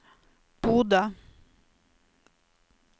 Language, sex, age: Norwegian, female, 30